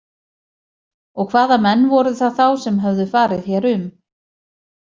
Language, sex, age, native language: Icelandic, female, 40-49, Icelandic